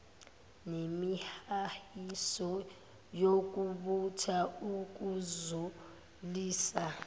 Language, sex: Zulu, female